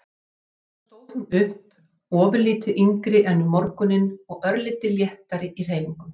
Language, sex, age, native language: Icelandic, female, 50-59, Icelandic